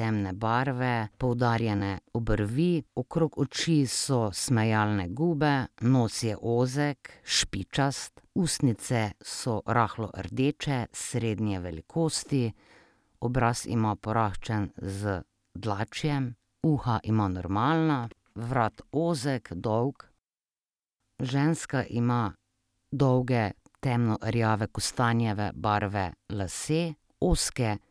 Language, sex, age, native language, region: Slovenian, female, 30-49, Slovenian, Drava region